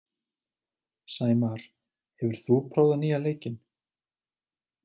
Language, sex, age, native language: Icelandic, male, 20-29, Icelandic